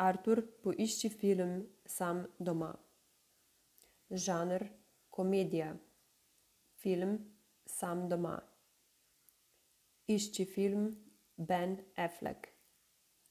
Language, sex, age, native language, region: Slovenian, female, 30-49, Slovenian, Savinja region